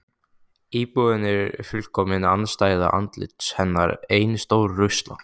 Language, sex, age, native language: Icelandic, male, 15, Icelandic